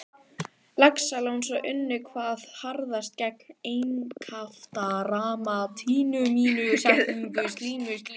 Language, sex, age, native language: Icelandic, female, 12, Icelandic